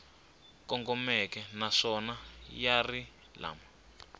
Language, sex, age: Tsonga, male, 25